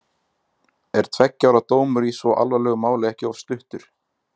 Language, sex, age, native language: Icelandic, male, 20-29, Icelandic